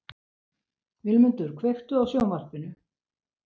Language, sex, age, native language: Icelandic, female, 60-69, Icelandic